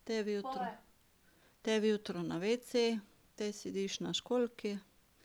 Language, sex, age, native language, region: Slovenian, female, 50-59, Slovenian, Carinthia region